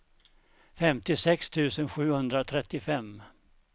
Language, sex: Swedish, male